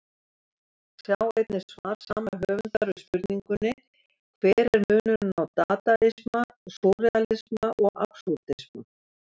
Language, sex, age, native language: Icelandic, female, 70-79, Icelandic